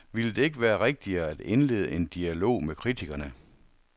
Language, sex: Danish, male